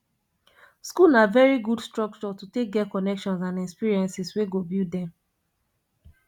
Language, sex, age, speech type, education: Nigerian Pidgin, female, 15-29, spontaneous, tertiary